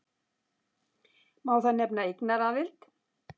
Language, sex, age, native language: Icelandic, female, 60-69, Icelandic